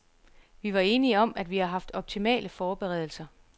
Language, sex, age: Danish, female, 34